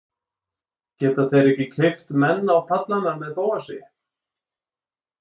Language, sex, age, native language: Icelandic, male, 20-29, Icelandic